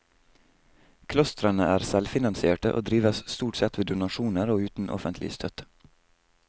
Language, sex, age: Norwegian, male, 22